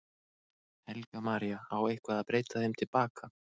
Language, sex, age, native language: Icelandic, male, 30-39, Icelandic